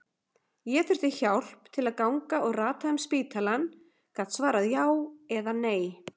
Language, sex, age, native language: Icelandic, female, 40-49, Icelandic